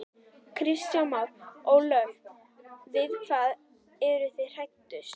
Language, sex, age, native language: Icelandic, female, 11, Icelandic